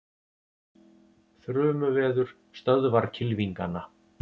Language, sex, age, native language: Icelandic, male, 50-59, Icelandic